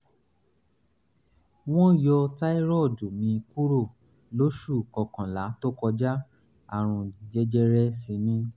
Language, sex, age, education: Yoruba, male, 15-29, tertiary